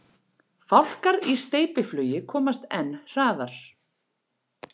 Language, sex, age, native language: Icelandic, female, 40-49, Icelandic